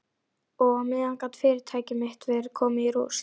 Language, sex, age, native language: Icelandic, female, 11, Icelandic